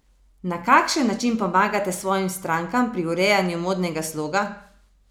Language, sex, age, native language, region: Slovenian, female, 30-49, Slovenian, Savinja region